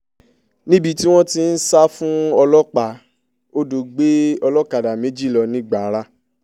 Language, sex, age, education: Yoruba, male, 15-29, tertiary